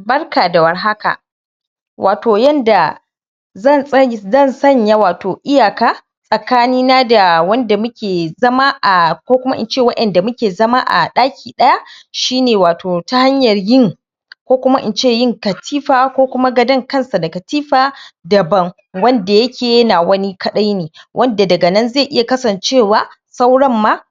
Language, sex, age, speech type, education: Hausa, male, 15-29, spontaneous, primary